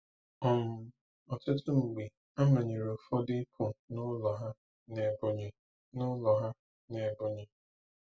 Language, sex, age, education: Igbo, male, 15-29, tertiary